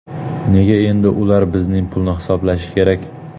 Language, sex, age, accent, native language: Uzbek, male, 18-24, Jizzax, Uzbek